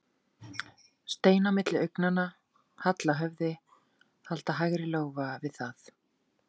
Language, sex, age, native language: Icelandic, female, 40-49, Icelandic